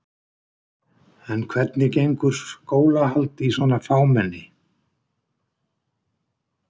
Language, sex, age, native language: Icelandic, male, 60-69, Icelandic